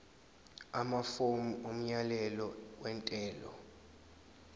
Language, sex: Zulu, male